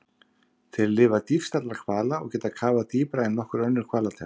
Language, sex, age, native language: Icelandic, male, 50-59, Icelandic